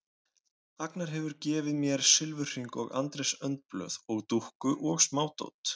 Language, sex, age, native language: Icelandic, male, 20-29, Icelandic